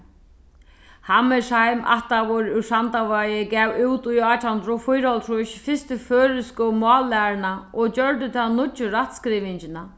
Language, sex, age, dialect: Faroese, female, 36-60, Sandoy